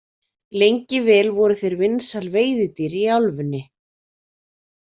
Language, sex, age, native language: Icelandic, female, 40-49, Icelandic